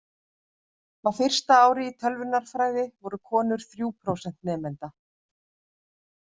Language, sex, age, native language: Icelandic, female, 50-59, Icelandic